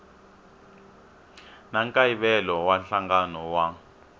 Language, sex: Tsonga, male